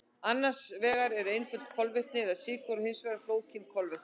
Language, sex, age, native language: Icelandic, female, 60-69, Icelandic